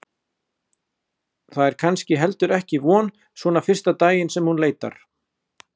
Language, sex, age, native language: Icelandic, male, 40-49, Icelandic